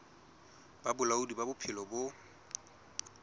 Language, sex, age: Southern Sotho, male, 20